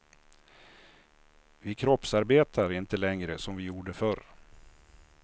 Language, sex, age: Swedish, male, 56